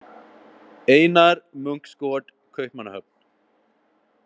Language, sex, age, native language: Icelandic, male, 30-39, Icelandic